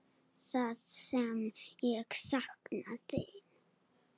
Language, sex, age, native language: Icelandic, female, 8, Serbo-Croatian